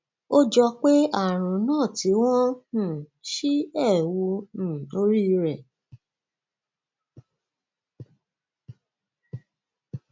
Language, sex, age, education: Yoruba, female, 30-45, tertiary